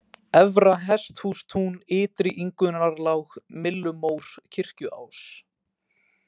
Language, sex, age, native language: Icelandic, male, 18-19, Icelandic